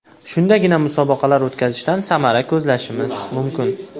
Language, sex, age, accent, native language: Uzbek, male, 18-24, Farg'ona, Uzbek